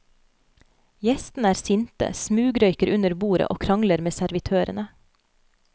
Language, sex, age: Norwegian, female, 30